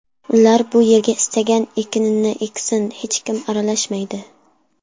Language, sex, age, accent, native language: Uzbek, female, under 19, Sirdaryo, Uzbek